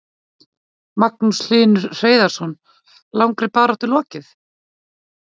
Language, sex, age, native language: Icelandic, female, 40-49, Icelandic